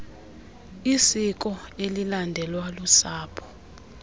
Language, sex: Xhosa, female